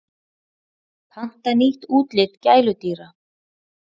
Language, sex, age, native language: Icelandic, female, 40-49, Icelandic